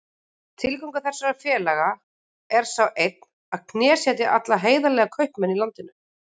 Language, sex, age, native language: Icelandic, female, 40-49, Icelandic